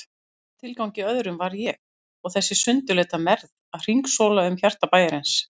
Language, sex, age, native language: Icelandic, female, 50-59, Icelandic